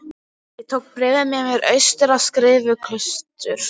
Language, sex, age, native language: Icelandic, female, 12, Icelandic